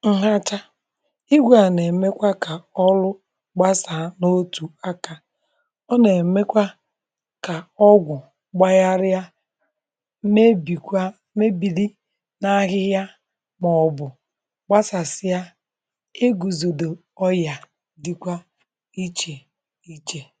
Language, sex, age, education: Igbo, male, 30-45, tertiary